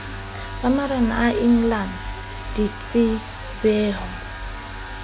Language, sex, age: Southern Sotho, female, 22